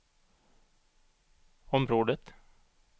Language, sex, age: Swedish, male, 38